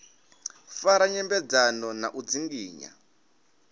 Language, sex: Venda, male